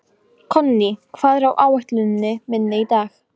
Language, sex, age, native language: Icelandic, female, 15, Polish